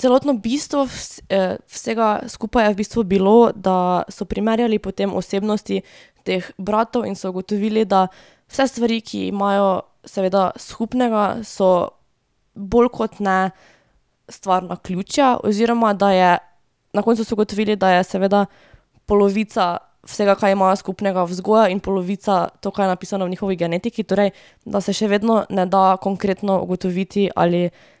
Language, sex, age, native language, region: Slovenian, female, 18-29, Slovenian, Drava region